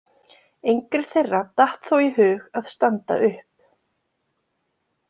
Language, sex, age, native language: Icelandic, female, 20-29, Icelandic